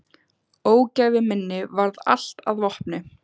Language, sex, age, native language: Icelandic, female, 15, Icelandic